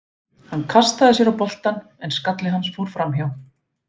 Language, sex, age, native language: Icelandic, female, 40-49, Icelandic